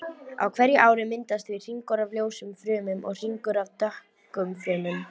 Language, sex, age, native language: Icelandic, female, 18-19, Icelandic